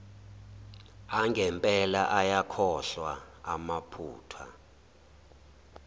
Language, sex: Zulu, male